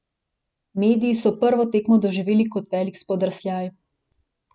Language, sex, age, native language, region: Slovenian, female, 18-29, Slovenian, Central Slovenia